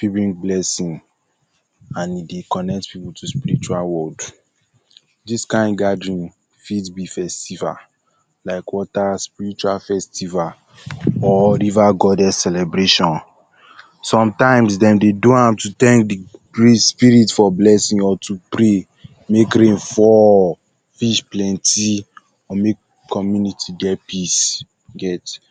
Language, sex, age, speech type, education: Nigerian Pidgin, male, 15-29, spontaneous, tertiary